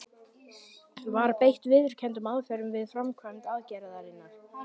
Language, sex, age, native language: Icelandic, male, 11, Icelandic